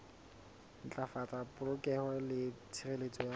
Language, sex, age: Southern Sotho, male, 20